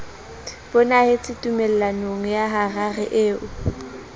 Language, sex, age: Southern Sotho, female, 20